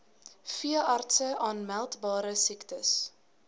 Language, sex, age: Afrikaans, female, 19